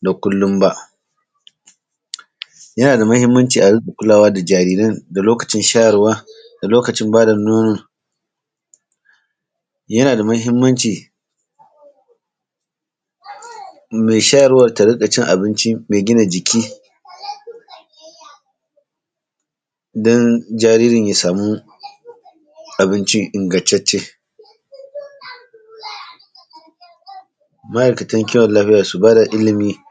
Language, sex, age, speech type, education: Hausa, male, 30-45, spontaneous, tertiary